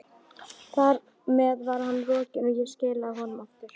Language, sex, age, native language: Icelandic, female, 12, Icelandic